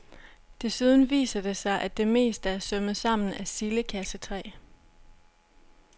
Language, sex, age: Danish, female, 26